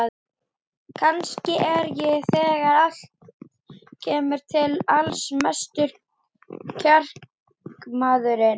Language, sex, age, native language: Icelandic, female, 12, Icelandic